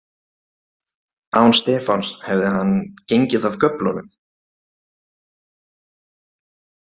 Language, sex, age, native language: Icelandic, male, 30-39, Icelandic